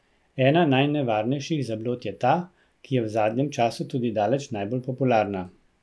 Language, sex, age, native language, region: Slovenian, male, 50-59, Slovenian, Central Slovenia